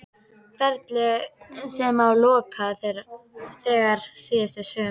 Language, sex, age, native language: Icelandic, female, 12, Icelandic